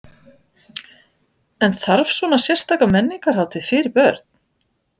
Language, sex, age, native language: Icelandic, female, 50-59, Icelandic